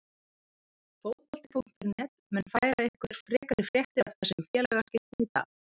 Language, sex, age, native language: Icelandic, female, 30-39, Icelandic